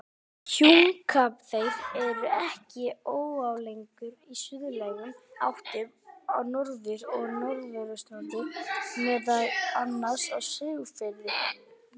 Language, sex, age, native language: Icelandic, male, 20-29, Icelandic